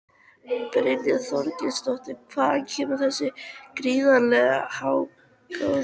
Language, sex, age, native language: Icelandic, female, 13, Icelandic